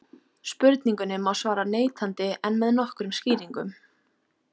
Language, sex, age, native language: Icelandic, female, 18-19, Icelandic